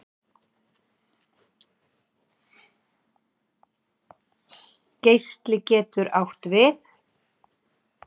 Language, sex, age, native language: Icelandic, female, 8, Icelandic